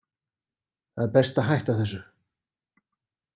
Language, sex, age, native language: Icelandic, male, 50-59, Icelandic